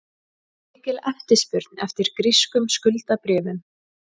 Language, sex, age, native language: Icelandic, female, 20-29, Icelandic